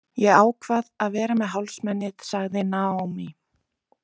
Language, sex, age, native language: Icelandic, female, 20-29, Icelandic